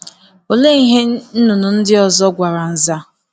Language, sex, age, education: Igbo, female, 15-29, tertiary